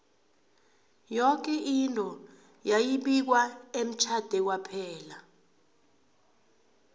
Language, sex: South Ndebele, female